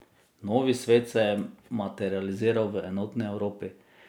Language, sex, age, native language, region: Slovenian, male, 30-49, Slovenian, Drava region